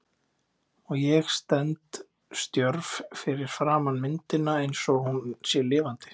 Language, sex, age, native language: Icelandic, male, 20-29, Icelandic